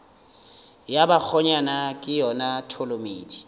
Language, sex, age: Northern Sotho, male, 30